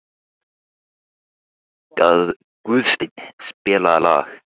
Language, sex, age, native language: Icelandic, male, 15, Icelandic